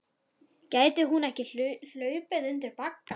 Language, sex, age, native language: Icelandic, female, 12, Icelandic